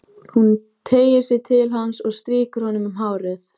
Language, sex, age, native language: Icelandic, female, 14, Icelandic